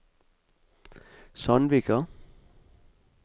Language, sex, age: Norwegian, male, 45